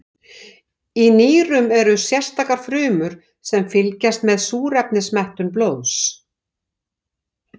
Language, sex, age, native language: Icelandic, female, 60-69, Icelandic